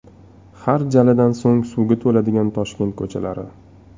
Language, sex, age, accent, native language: Uzbek, male, 25-34, Toshkent shahri, Uzbek